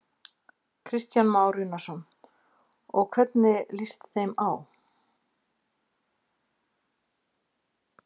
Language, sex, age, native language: Icelandic, female, 50-59, Icelandic